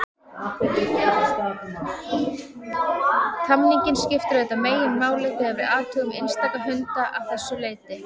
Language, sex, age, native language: Icelandic, female, 30-39, Icelandic